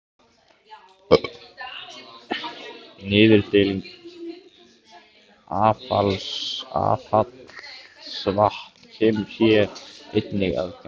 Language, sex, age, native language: Icelandic, male, 15, Icelandic